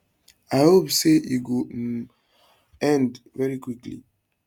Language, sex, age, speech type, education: Nigerian Pidgin, male, 15-29, spontaneous, tertiary